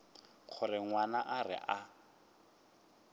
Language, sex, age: Northern Sotho, male, 21